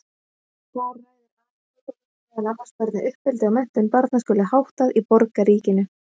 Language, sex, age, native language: Icelandic, female, 30-39, Icelandic